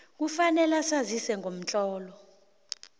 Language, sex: South Ndebele, female